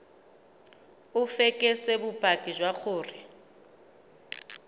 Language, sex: Tswana, female